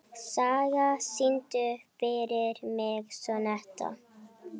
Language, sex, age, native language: Icelandic, female, 12, Icelandic